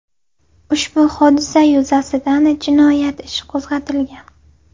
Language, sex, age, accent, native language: Uzbek, female, 18-24, Navoiy, Uzbek